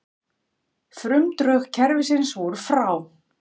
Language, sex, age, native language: Icelandic, female, 50-59, Icelandic